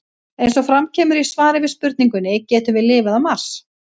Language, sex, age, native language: Icelandic, female, 50-59, Icelandic